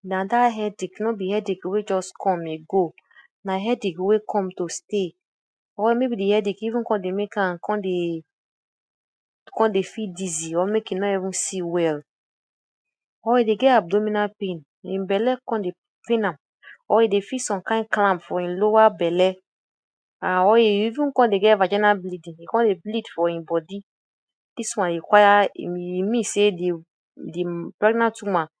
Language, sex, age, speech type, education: Nigerian Pidgin, female, 30-45, spontaneous, tertiary